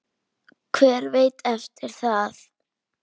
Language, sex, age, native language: Icelandic, female, 10, Icelandic